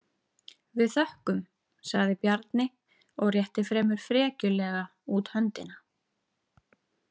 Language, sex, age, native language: Icelandic, female, 30-39, Icelandic